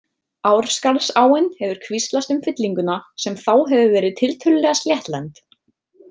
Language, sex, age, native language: Icelandic, female, 30-39, Icelandic